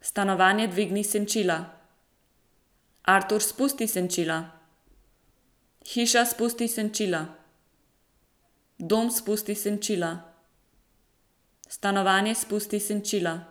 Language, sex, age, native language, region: Slovenian, female, 18-29, Slovenian, Central Slovenia